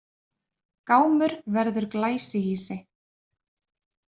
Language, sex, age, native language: Icelandic, female, 30-39, Icelandic